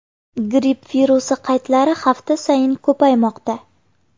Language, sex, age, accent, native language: Uzbek, female, 18-24, Farg'ona, Uzbek